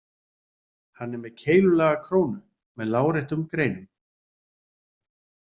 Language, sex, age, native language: Icelandic, male, 40-49, Icelandic